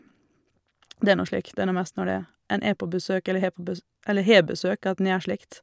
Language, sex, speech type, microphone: Norwegian, female, spontaneous, Shure